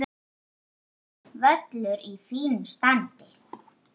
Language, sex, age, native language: Icelandic, female, 9, Icelandic